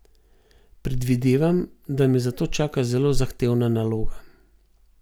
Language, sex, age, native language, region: Slovenian, male, 50-59, Slovenian, Gorenjska region